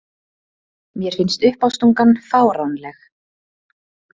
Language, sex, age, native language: Icelandic, female, 30-39, Icelandic